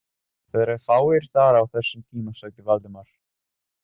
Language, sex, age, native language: Icelandic, male, 20-29, Italian